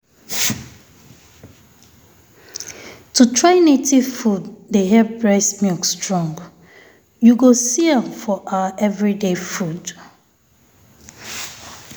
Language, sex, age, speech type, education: Nigerian Pidgin, female, 30-45, spontaneous, tertiary